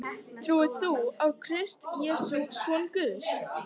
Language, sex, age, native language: Icelandic, female, 18-19, Icelandic